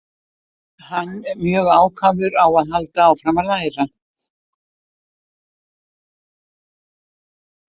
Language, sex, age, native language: Icelandic, female, 70-79, Icelandic